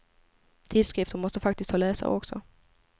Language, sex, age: Swedish, female, 25